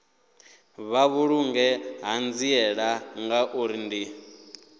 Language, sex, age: Venda, male, 28